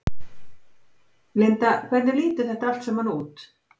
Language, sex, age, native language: Icelandic, female, 50-59, Icelandic